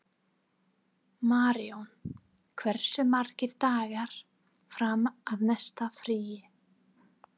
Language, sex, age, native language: Icelandic, female, 30-39, English